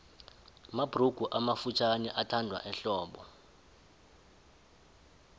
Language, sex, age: South Ndebele, male, 20